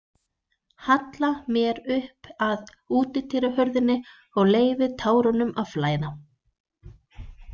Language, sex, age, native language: Icelandic, female, 20-29, Icelandic